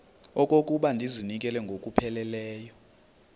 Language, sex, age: Xhosa, male, 33